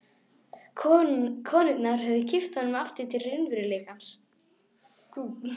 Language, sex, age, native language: Icelandic, female, 12, Icelandic